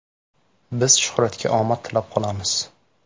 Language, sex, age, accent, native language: Uzbek, male, 19-29, Namangan, Uzbek